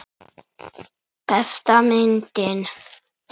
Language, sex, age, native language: Icelandic, male, 9, Icelandic